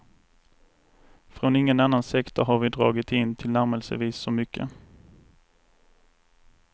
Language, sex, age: Swedish, male, 24